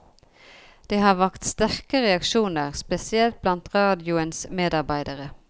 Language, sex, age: Norwegian, female, 40